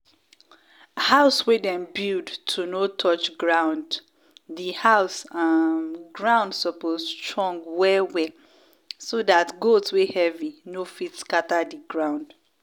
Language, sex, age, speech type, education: Nigerian Pidgin, female, 15-29, spontaneous, tertiary